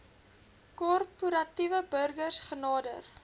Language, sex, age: Afrikaans, female, 21